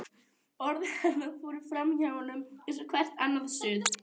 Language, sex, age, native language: Icelandic, female, 11, Icelandic